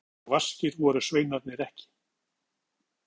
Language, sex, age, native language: Icelandic, male, 50-59, Icelandic